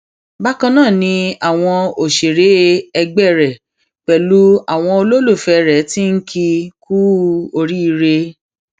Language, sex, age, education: Yoruba, female, 30-45, tertiary